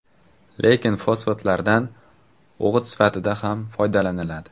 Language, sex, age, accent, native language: Uzbek, male, 18-24, Sirdaryo, Uzbek